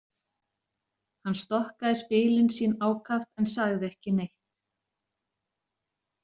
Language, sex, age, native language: Icelandic, female, 40-49, Icelandic